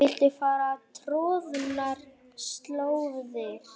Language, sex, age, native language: Icelandic, male, 8, Icelandic